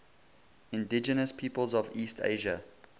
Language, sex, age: English, male, 20